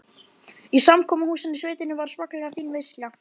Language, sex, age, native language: Icelandic, male, 12, Icelandic